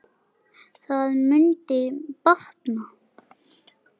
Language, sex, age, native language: Icelandic, male, 7, Icelandic